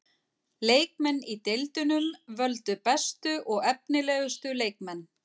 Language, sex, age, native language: Icelandic, female, 40-49, Icelandic